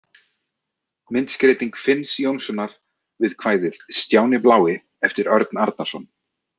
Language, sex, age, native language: Icelandic, male, 30-39, Icelandic